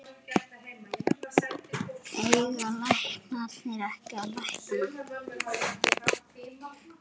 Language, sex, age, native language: Icelandic, male, 7, Icelandic